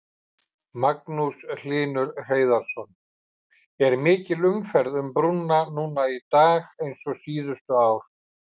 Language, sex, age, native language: Icelandic, male, 50-59, Icelandic